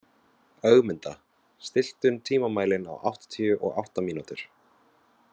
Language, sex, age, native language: Icelandic, male, 20-29, Vietnamese